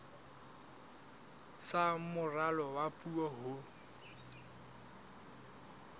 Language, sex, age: Southern Sotho, male, 19